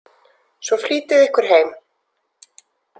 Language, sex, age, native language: Icelandic, female, 40-49, Icelandic